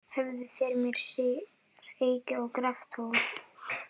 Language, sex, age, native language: Icelandic, female, 20-29, Icelandic